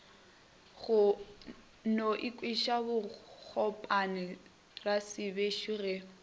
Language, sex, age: Northern Sotho, female, 21